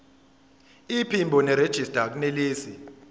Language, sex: Zulu, female